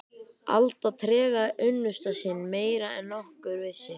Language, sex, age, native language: Icelandic, other, 12, Icelandic